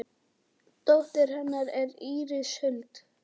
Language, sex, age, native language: Icelandic, male, 10, Icelandic